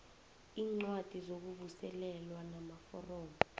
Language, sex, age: South Ndebele, female, 20